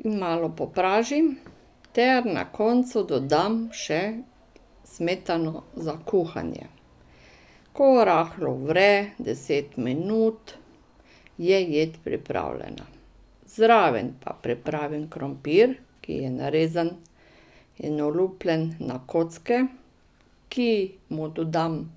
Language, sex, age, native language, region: Slovenian, female, 60+, Slovenian, Drava region